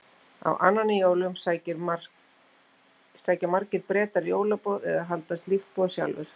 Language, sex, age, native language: Icelandic, female, 50-59, Icelandic